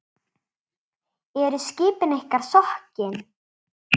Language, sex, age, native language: Icelandic, female, 7, Icelandic